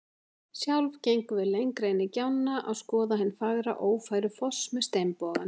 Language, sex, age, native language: Icelandic, female, 40-49, Icelandic